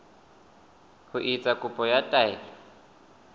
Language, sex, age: Southern Sotho, male, 22